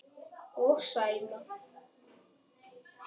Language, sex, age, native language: Icelandic, male, 10, Icelandic